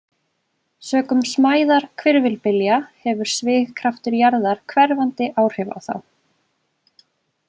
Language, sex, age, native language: Icelandic, female, 20-29, Icelandic